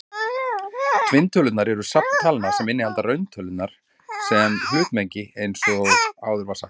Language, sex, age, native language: Icelandic, male, 40-49, Icelandic